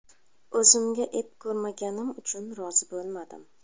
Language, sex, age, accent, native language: Uzbek, female, 25-34, Surxondaryo, Uzbek